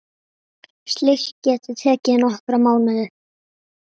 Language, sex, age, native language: Icelandic, female, 7, Icelandic